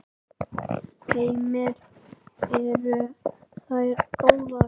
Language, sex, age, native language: Icelandic, male, 10, Icelandic